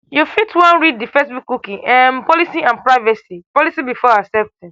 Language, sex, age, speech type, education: Nigerian Pidgin, female, 15-29, spontaneous, tertiary